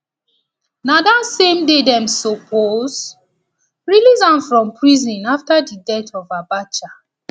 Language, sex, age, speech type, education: Nigerian Pidgin, female, 30-45, spontaneous, tertiary